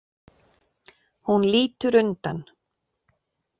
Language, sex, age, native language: Icelandic, female, 40-49, Icelandic